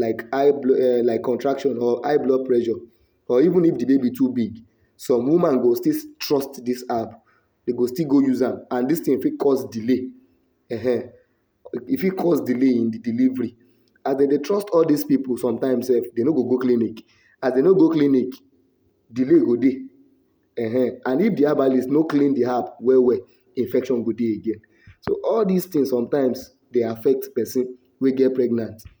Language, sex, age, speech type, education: Nigerian Pidgin, male, 60+, spontaneous, tertiary